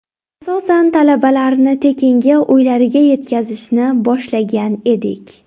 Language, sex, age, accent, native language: Uzbek, female, 18-24, Samarqand, Uzbek